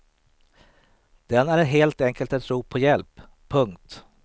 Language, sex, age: Swedish, male, 38